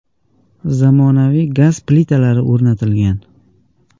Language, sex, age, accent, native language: Uzbek, male, 18-24, Andijon, Uzbek